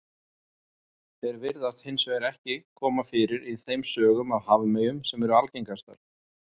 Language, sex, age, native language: Icelandic, male, 40-49, Icelandic